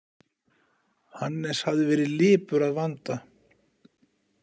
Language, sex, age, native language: Icelandic, male, 40-49, Icelandic